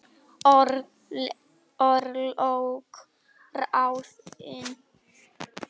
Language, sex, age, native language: Icelandic, male, 8, Icelandic